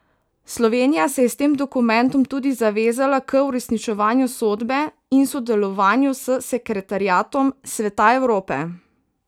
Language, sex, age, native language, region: Slovenian, female, 18-29, Slovenian, Savinja region